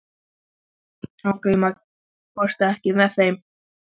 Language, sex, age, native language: Icelandic, female, 13, Icelandic